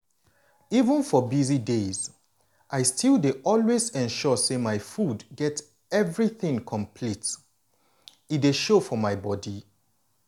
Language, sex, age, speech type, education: Nigerian Pidgin, male, 30-45, spontaneous, tertiary